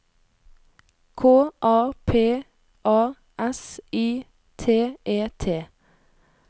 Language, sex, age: Norwegian, female, 22